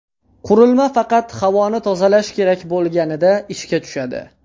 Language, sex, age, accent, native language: Uzbek, male, under 19, Andijon, Uzbek